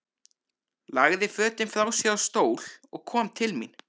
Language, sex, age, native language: Icelandic, male, 13, Icelandic